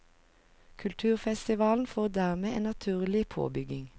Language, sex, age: Norwegian, female, 45